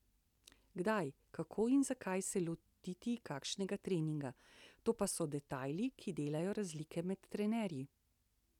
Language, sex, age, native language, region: Slovenian, female, 60+, Slovenian, Central Slovenia